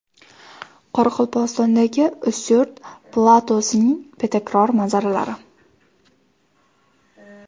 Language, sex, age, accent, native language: Uzbek, female, 18-24, Toshkent shahri, Uzbek